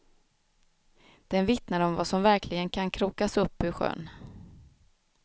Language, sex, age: Swedish, female, 36